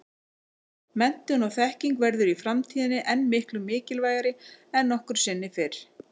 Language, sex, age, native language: Icelandic, female, 40-49, Icelandic